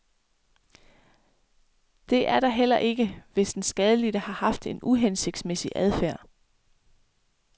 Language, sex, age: Danish, female, 24